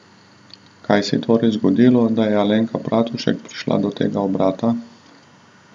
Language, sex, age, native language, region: Slovenian, male, 30-49, Slovenian, Southeast Slovenia